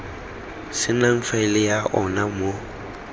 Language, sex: Tswana, male